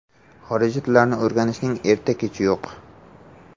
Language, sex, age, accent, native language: Uzbek, male, 18-24, Samarqand, Uzbek